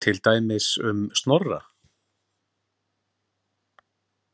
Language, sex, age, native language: Icelandic, male, 40-49, Icelandic